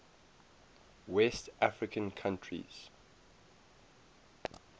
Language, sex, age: English, male, 18